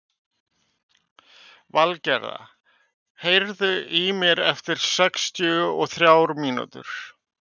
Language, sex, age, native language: Icelandic, male, 50-59, Icelandic